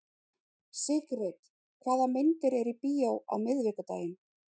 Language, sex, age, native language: Icelandic, female, 30-39, Icelandic